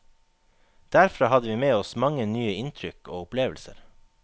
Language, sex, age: Norwegian, male, 21